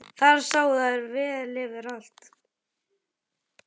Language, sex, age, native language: Icelandic, male, 11, Icelandic